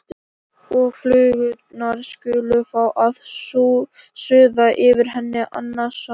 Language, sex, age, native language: Icelandic, male, 11, Icelandic